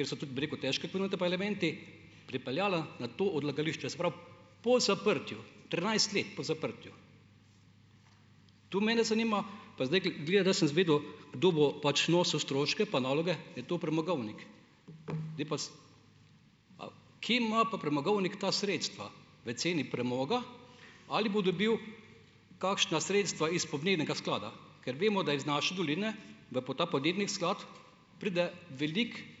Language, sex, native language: Slovenian, male, Slovenian